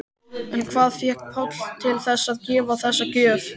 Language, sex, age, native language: Icelandic, male, 13, Icelandic